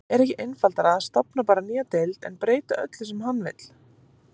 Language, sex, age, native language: Icelandic, female, 30-39, Icelandic